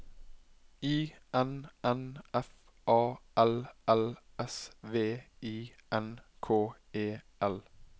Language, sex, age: Norwegian, male, 21